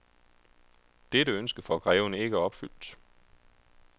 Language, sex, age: Danish, male, 31